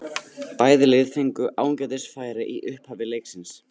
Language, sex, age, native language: Icelandic, male, 18-19, Icelandic